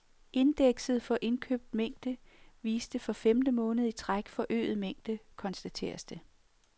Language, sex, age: Danish, female, 46